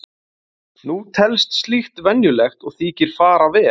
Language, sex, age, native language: Icelandic, male, 40-49, Icelandic